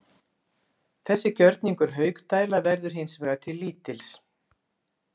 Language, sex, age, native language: Icelandic, female, 60-69, Icelandic